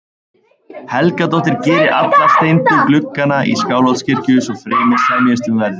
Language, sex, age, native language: Icelandic, male, 30-39, Icelandic